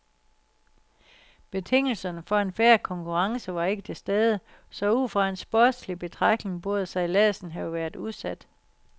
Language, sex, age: Danish, female, 60